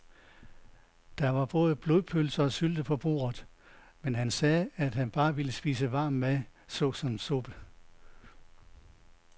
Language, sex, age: Danish, male, 69